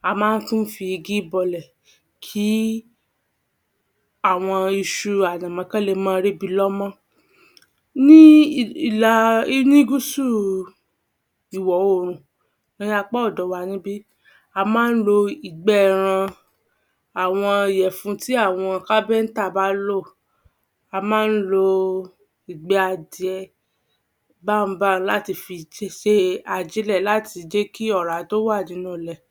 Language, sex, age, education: Yoruba, female, 15-29, tertiary